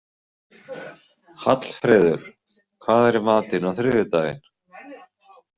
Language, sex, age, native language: Icelandic, male, 20-29, Icelandic